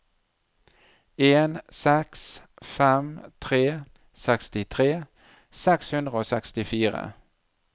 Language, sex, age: Norwegian, male, 37